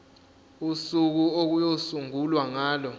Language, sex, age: Zulu, male, 20